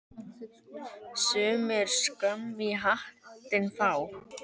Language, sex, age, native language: Icelandic, male, 10, Icelandic